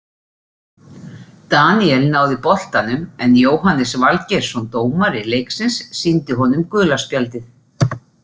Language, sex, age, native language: Icelandic, female, 40-49, Icelandic